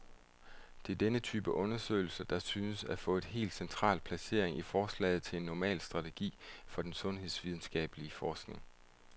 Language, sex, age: Danish, male, 31